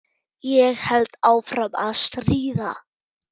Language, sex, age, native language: Icelandic, male, 8, German